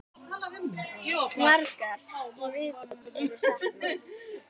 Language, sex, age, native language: Icelandic, female, 10, Icelandic